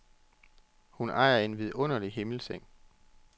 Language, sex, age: Danish, male, 34